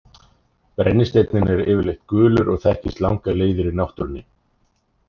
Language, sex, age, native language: Icelandic, male, 30-39, Icelandic